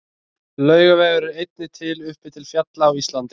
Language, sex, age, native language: Icelandic, male, 20-29, Icelandic